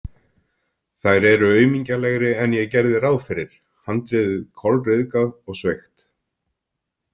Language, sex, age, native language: Icelandic, male, 50-59, Icelandic